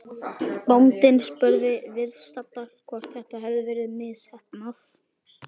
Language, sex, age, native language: Icelandic, male, 12, Icelandic